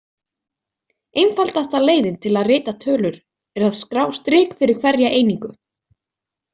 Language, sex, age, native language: Icelandic, female, 20-29, Icelandic